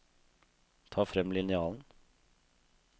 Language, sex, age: Norwegian, male, 32